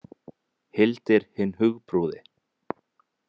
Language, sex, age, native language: Icelandic, male, 20-29, Icelandic